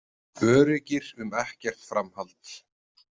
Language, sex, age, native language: Icelandic, male, 30-39, Icelandic